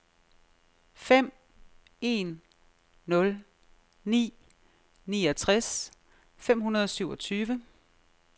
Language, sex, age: Danish, female, 36